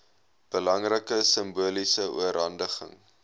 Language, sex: Afrikaans, male